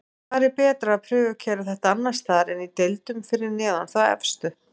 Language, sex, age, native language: Icelandic, female, 40-49, Icelandic